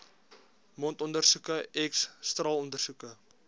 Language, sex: Afrikaans, male